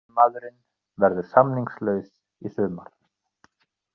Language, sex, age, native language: Icelandic, male, 30-39, Icelandic